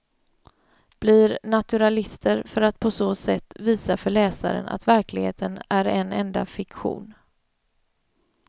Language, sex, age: Swedish, female, 31